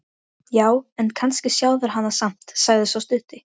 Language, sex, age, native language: Icelandic, female, 13, Icelandic